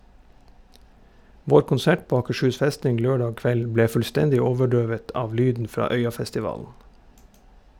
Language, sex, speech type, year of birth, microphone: Norwegian, male, read, 1971, Shure